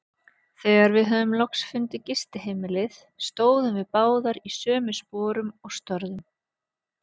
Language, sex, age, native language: Icelandic, female, 30-39, Icelandic